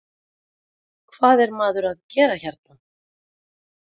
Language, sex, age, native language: Icelandic, female, 40-49, Icelandic